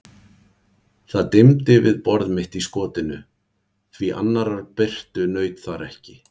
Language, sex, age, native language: Icelandic, male, 40-49, Icelandic